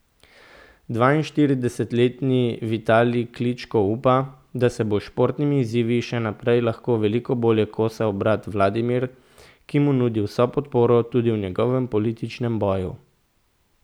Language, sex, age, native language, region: Slovenian, male, 18-29, Slovenian, Central Slovenia